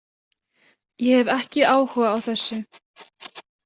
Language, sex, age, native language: Icelandic, female, 20-29, Icelandic